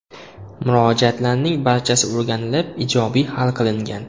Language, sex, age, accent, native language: Uzbek, male, 18-24, Andijon, Uzbek